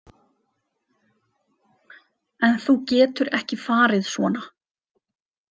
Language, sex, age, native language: Icelandic, female, 30-39, Icelandic